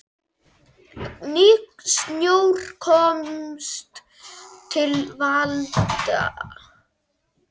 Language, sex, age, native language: Icelandic, male, 8, Icelandic